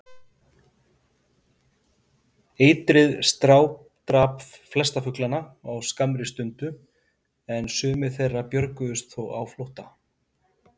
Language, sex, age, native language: Icelandic, male, 50-59, Icelandic